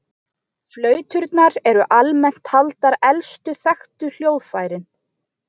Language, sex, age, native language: Icelandic, female, 20-29, Icelandic